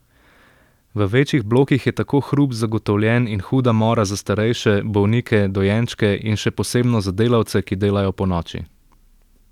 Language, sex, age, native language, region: Slovenian, male, 18-29, Slovenian, Central Slovenia